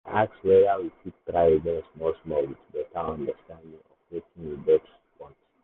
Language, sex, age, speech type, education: Nigerian Pidgin, male, 15-29, spontaneous, secondary